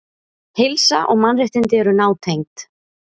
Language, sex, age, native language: Icelandic, female, 30-39, Icelandic